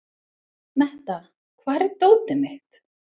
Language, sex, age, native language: Icelandic, female, 20-29, English